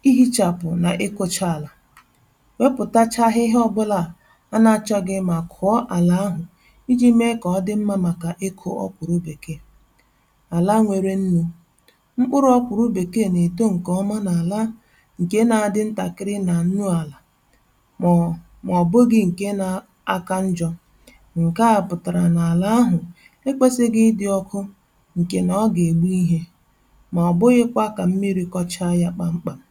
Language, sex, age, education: Igbo, female, 15-29, tertiary